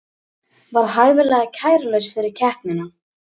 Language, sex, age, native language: Icelandic, female, 18-19, Icelandic